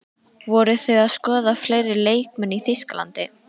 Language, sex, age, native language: Icelandic, female, 13, Icelandic